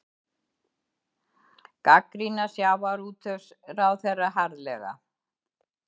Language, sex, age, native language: Icelandic, female, 70-79, Icelandic